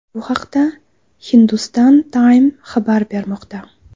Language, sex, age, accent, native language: Uzbek, female, 19-29, Toshkent viloyati, Uzbek